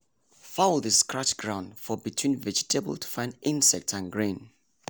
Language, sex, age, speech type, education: Nigerian Pidgin, male, 30-45, spontaneous, tertiary